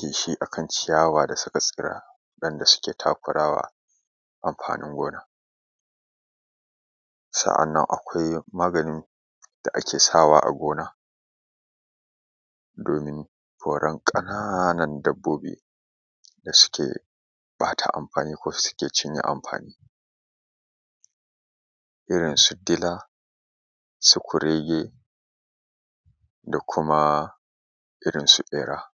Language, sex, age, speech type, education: Hausa, male, 30-45, spontaneous, tertiary